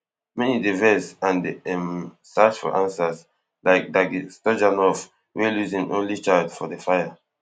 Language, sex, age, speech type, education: Nigerian Pidgin, male, 15-29, spontaneous, tertiary